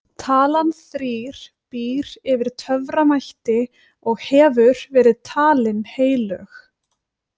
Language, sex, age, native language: Icelandic, female, 20-29, Icelandic